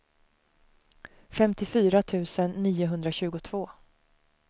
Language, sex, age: Swedish, female, 35